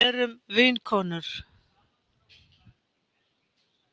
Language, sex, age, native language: Icelandic, female, 50-59, Icelandic